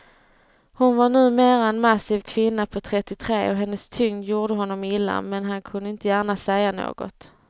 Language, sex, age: Swedish, female, 30